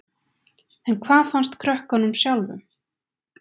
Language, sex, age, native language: Icelandic, female, 20-29, Icelandic